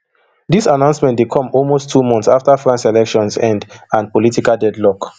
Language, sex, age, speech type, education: Nigerian Pidgin, male, 30-45, spontaneous, tertiary